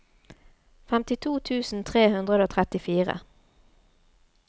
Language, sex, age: Norwegian, female, 33